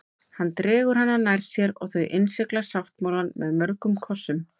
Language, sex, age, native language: Icelandic, female, 30-39, Icelandic